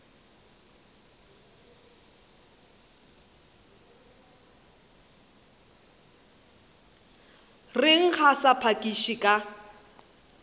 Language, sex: Northern Sotho, female